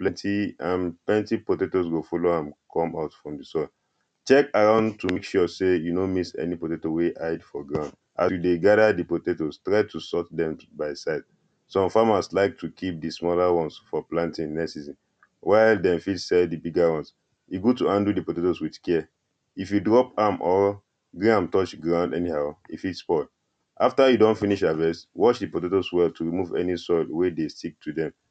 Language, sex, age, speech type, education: Nigerian Pidgin, male, 15-29, spontaneous, primary